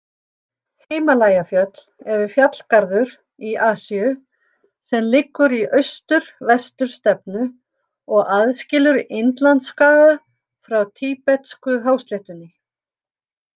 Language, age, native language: Icelandic, 60-69, Icelandic